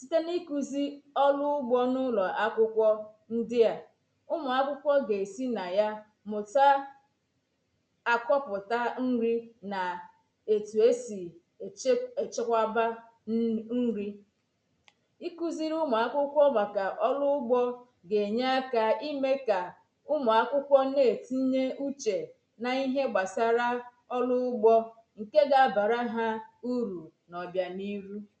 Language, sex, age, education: Igbo, female, 30-45, tertiary